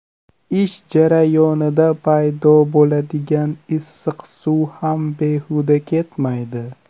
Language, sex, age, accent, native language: Uzbek, male, under 19, Namangan, Uzbek